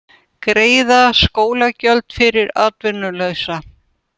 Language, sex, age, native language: Icelandic, female, 70-79, Russian